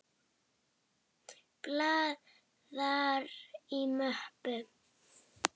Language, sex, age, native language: Icelandic, female, 10, Icelandic